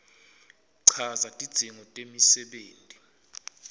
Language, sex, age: Swati, male, 25